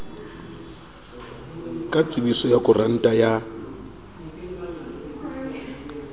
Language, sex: Southern Sotho, male